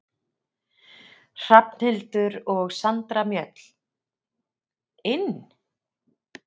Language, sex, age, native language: Icelandic, female, 40-49, Icelandic